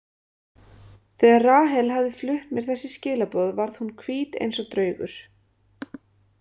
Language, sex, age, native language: Icelandic, female, 30-39, Icelandic